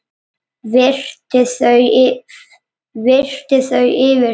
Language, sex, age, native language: Icelandic, male, 9, Icelandic